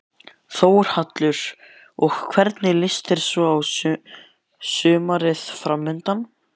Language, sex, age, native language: Icelandic, male, 11, Icelandic